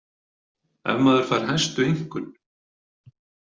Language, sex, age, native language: Icelandic, male, 40-49, Icelandic